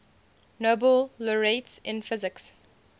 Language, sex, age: English, female, 20